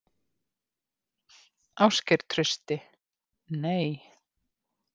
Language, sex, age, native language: Icelandic, female, 50-59, Icelandic